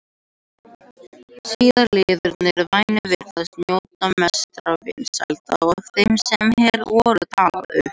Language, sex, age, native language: Icelandic, other, 18-19, Icelandic